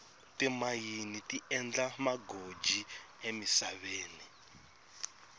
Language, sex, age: Tsonga, male, 26